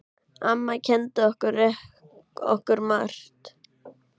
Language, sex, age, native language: Icelandic, male, 8, Icelandic